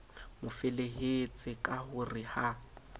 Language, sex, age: Southern Sotho, male, 20